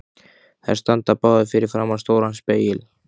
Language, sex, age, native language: Icelandic, male, 15, Icelandic